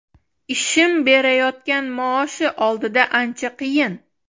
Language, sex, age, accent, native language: Uzbek, female, 25-34, Toshkent shahri, Uzbek